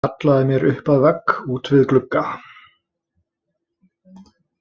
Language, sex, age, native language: Icelandic, male, 20-29, Icelandic